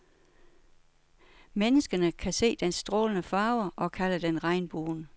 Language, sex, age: Danish, female, 61